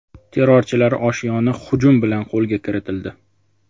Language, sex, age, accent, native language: Uzbek, male, 25-34, Jizzax, Uzbek